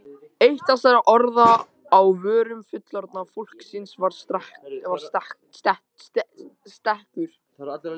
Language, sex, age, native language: Icelandic, male, 14, Icelandic